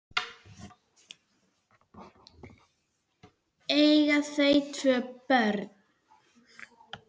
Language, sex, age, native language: Icelandic, female, 10, Icelandic